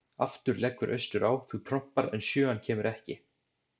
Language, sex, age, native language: Icelandic, male, 20-29, Icelandic